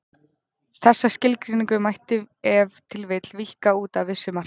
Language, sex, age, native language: Icelandic, female, 20-29, Icelandic